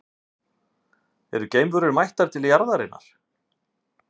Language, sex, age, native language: Icelandic, male, 50-59, Icelandic